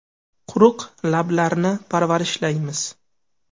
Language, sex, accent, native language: Uzbek, male, Farg'ona, Uzbek